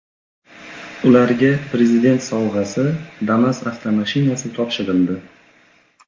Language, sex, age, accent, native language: Uzbek, male, 25-34, Xorazm, Uzbek